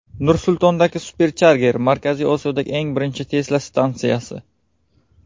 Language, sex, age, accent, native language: Uzbek, male, 19-29, Buxoro, Uzbek